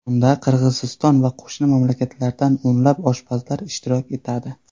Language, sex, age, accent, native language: Uzbek, male, 19-29, Surxondaryo, Uzbek